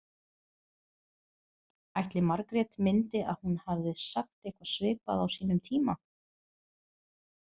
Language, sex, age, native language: Icelandic, female, 30-39, Portuguese